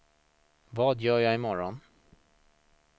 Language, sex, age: Swedish, male, 26